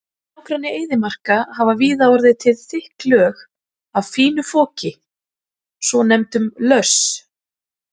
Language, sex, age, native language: Icelandic, female, 40-49, Icelandic